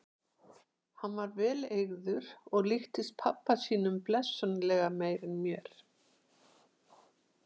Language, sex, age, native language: Icelandic, female, 60-69, Icelandic